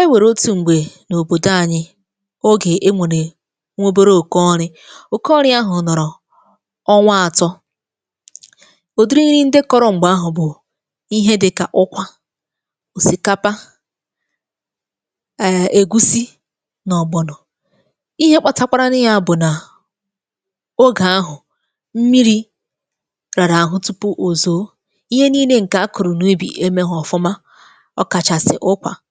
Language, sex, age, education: Igbo, female, 15-29, tertiary